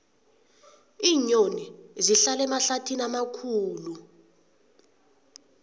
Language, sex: South Ndebele, female